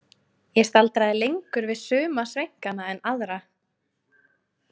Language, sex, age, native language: Icelandic, female, 20-29, Icelandic